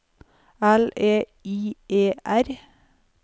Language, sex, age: Norwegian, female, 45